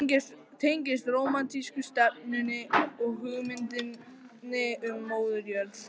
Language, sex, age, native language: Icelandic, male, 18-19, Icelandic